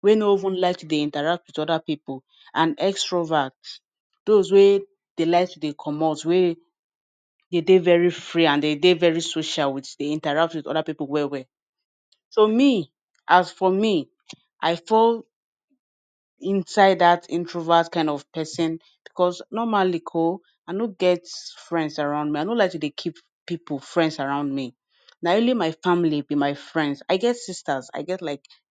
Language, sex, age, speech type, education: Nigerian Pidgin, female, 15-29, spontaneous, tertiary